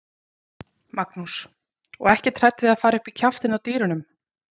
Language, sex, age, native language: Icelandic, female, 40-49, Icelandic